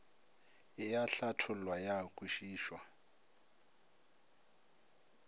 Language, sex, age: Northern Sotho, male, 24